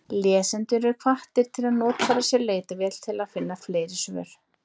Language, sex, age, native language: Icelandic, female, 20-29, Icelandic